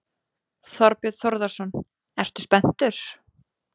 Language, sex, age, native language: Icelandic, female, 20-29, Icelandic